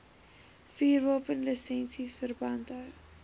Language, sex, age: Afrikaans, female, 18